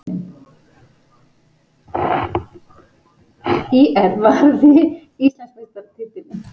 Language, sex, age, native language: Icelandic, male, 18-19, Icelandic